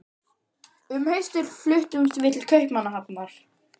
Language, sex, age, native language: Icelandic, male, 12, Icelandic